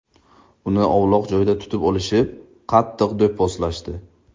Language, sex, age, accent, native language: Uzbek, male, 18-24, Buxoro, Uzbek